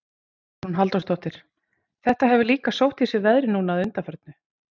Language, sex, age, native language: Icelandic, female, 40-49, Icelandic